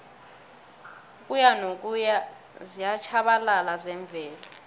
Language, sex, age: South Ndebele, female, 22